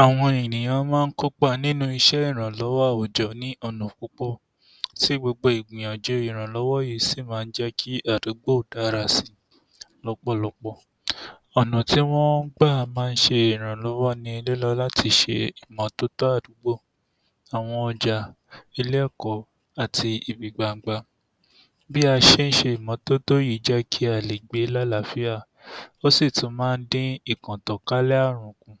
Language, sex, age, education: Yoruba, male, 46-60, tertiary